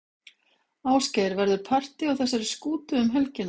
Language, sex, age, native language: Icelandic, female, 50-59, Icelandic